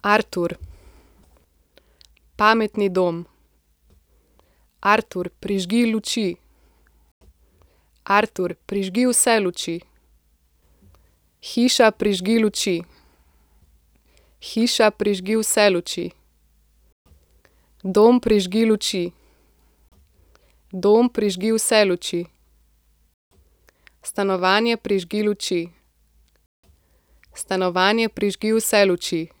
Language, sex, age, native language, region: Slovenian, female, 18-29, Slovenian, Central Slovenia